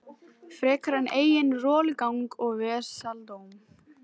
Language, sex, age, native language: Icelandic, female, 14, Icelandic